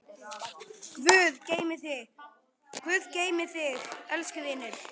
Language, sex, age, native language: Icelandic, male, 10, Icelandic